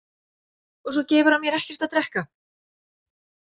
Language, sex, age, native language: Icelandic, female, 40-49, Icelandic